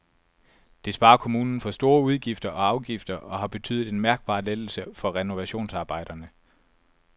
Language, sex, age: Danish, male, 24